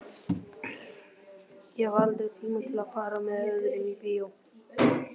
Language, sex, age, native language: Icelandic, male, 20-29, Icelandic